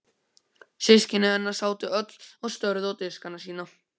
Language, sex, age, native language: Icelandic, male, 15, Icelandic